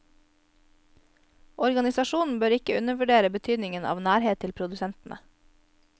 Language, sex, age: Norwegian, female, 22